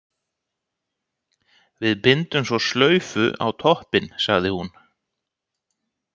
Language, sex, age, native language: Icelandic, male, 60-69, Icelandic